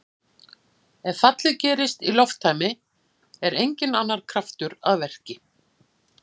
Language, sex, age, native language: Icelandic, female, 50-59, Icelandic